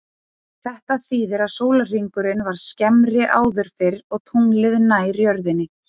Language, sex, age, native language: Icelandic, female, 30-39, Icelandic